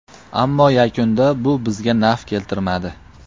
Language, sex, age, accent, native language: Uzbek, male, 25-34, Farg'ona, Uzbek